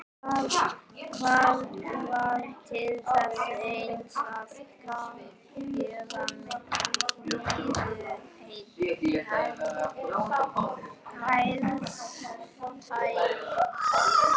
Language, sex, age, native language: Icelandic, female, 11, Icelandic